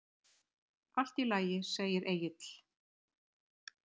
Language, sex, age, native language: Icelandic, female, 60-69, Icelandic